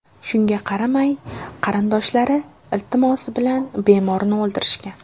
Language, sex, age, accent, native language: Uzbek, female, 18-24, Jizzax, Uzbek